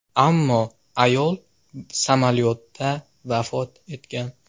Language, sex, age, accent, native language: Uzbek, male, 18-24, Xorazm, Uzbek